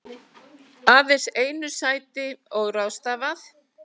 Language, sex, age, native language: Icelandic, female, 60-69, Icelandic